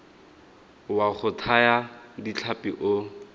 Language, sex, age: Tswana, male, 19